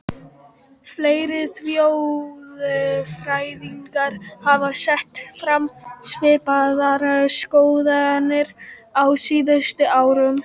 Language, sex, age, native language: Icelandic, female, 12, Icelandic